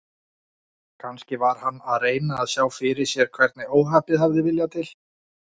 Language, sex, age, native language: Icelandic, male, 40-49, Icelandic